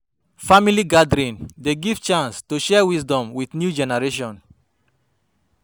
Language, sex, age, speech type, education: Nigerian Pidgin, male, 30-45, spontaneous, tertiary